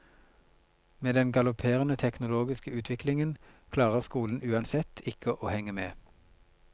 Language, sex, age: Norwegian, male, 42